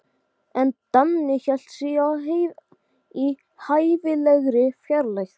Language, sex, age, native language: Icelandic, male, 12, Icelandic